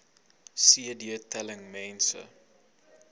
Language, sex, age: Afrikaans, male, 21